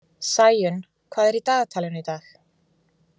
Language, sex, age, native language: Icelandic, female, 20-29, Icelandic